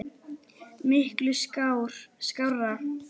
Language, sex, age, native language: Icelandic, male, 10, Icelandic